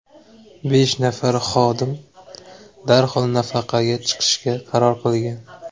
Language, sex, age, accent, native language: Uzbek, male, 19-29, Andijon, Uzbek